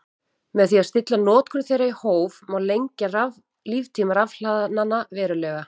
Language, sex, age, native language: Icelandic, female, 40-49, Icelandic